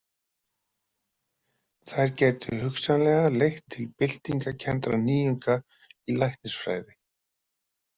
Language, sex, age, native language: Icelandic, female, 30-39, Icelandic